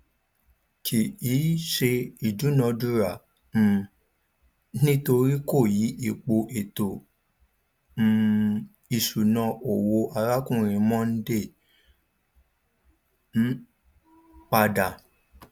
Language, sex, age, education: Yoruba, male, 15-29, tertiary